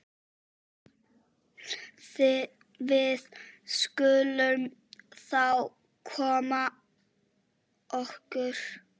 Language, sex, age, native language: Icelandic, male, 7, Czech